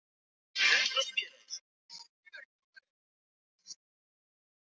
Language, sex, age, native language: Icelandic, male, 13, Polish